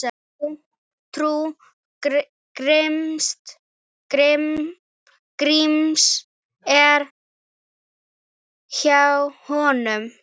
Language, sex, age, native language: Icelandic, female, 8, Icelandic